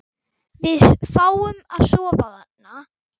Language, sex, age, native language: Icelandic, female, 9, Icelandic